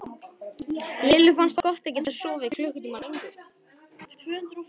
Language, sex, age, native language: Icelandic, male, 12, Icelandic